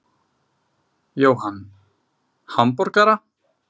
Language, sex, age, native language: Icelandic, male, 20-29, Icelandic